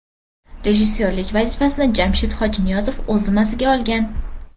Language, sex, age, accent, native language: Uzbek, female, 12-17, Farg'ona, Uzbek